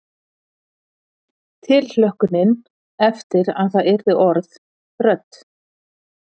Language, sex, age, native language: Icelandic, female, 40-49, Icelandic